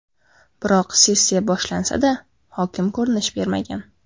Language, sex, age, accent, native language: Uzbek, female, 18-24, Qashqadaryo, Uzbek